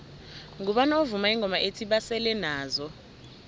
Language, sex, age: South Ndebele, female, 19